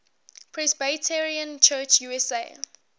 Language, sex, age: English, female, 18